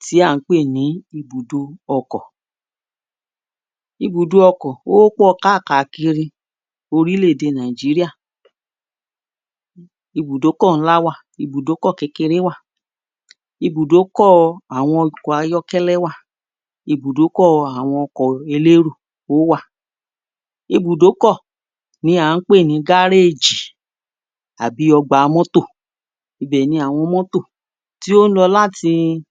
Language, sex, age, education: Yoruba, female, 46-60, tertiary